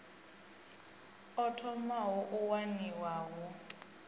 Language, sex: Venda, female